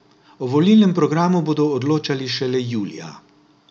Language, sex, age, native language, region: Slovenian, male, 60+, Slovenian, Drava region